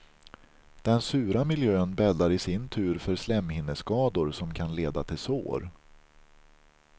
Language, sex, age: Swedish, male, 43